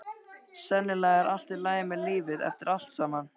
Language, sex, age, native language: Icelandic, male, 13, Icelandic